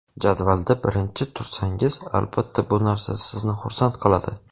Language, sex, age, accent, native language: Uzbek, male, 18-24, Navoiy, Uzbek